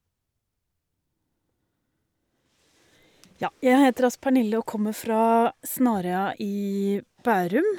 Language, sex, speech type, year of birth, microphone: Norwegian, female, spontaneous, 1971, Shure